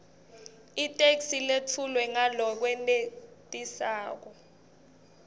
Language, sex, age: Swati, female, 18